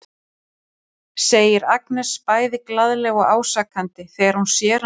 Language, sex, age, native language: Icelandic, female, 40-49, Icelandic